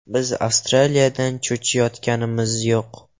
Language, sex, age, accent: Uzbek, male, 12-17, Toshkent viloyati